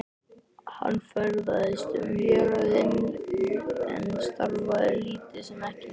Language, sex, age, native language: Icelandic, male, 13, Icelandic